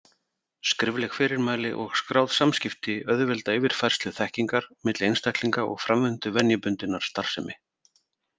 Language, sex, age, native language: Icelandic, male, 40-49, Icelandic